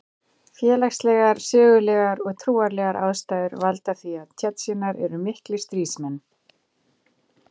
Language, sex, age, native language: Icelandic, female, 40-49, Icelandic